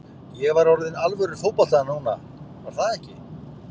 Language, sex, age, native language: Icelandic, male, 50-59, Icelandic